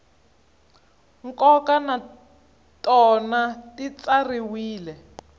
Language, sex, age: Tsonga, female, 25